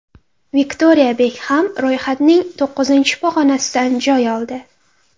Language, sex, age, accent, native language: Uzbek, female, 12-17, Andijon, Uzbek